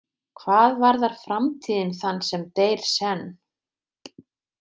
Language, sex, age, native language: Icelandic, female, 50-59, Icelandic